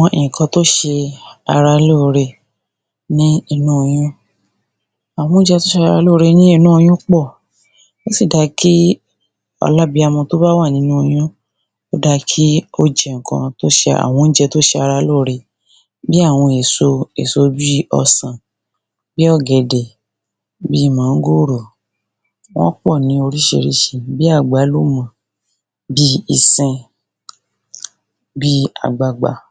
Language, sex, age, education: Yoruba, female, 30-45, secondary